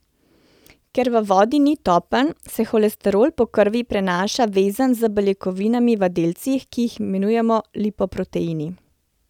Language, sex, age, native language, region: Slovenian, female, 30-49, Slovenian, Central Slovenia